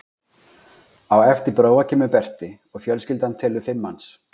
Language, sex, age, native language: Icelandic, male, 40-49, Icelandic